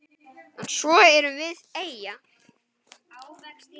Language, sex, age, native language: Icelandic, male, 10, Icelandic